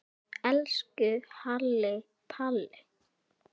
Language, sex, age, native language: Icelandic, female, 8, Icelandic